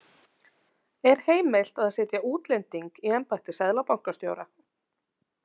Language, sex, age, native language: Icelandic, female, 30-39, Icelandic